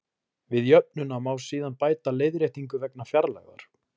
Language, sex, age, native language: Icelandic, male, 20-29, Icelandic